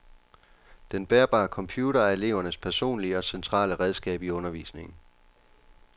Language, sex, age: Danish, male, 29